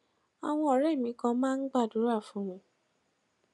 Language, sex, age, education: Yoruba, female, 15-29, tertiary